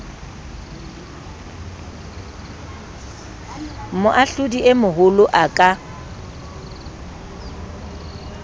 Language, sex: Southern Sotho, female